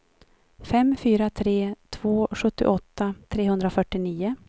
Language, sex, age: Swedish, female, 43